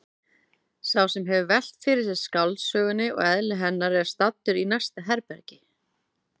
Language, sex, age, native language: Icelandic, female, 30-39, Icelandic